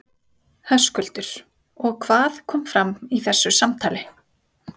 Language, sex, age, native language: Icelandic, female, 30-39, Icelandic